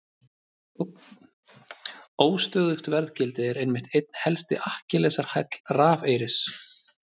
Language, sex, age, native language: Icelandic, male, 30-39, Icelandic